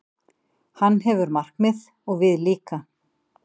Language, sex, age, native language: Icelandic, female, 50-59, Icelandic